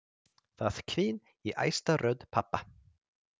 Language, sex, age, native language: Icelandic, male, 30-39, Icelandic